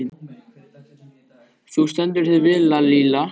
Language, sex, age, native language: Icelandic, male, 13, Icelandic